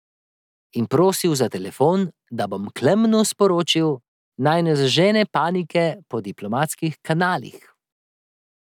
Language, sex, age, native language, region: Slovenian, male, 30-49, Slovenian, Drava region